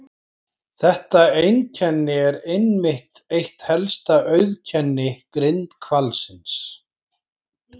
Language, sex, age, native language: Icelandic, male, 40-49, Icelandic